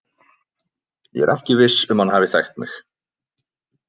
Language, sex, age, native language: Icelandic, male, 20-29, Icelandic